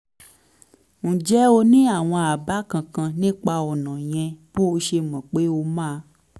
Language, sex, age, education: Yoruba, female, 15-29, tertiary